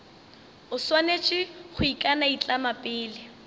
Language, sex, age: Northern Sotho, female, 24